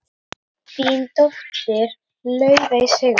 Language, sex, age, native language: Icelandic, female, 9, Icelandic